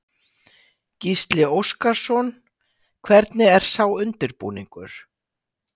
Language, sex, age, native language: Icelandic, female, 60-69, Icelandic